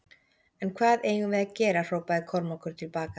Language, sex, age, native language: Icelandic, female, 30-39, Icelandic